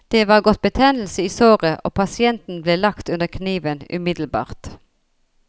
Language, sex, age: Norwegian, female, 40